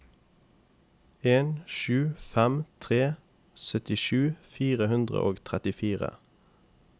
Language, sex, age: Norwegian, male, 28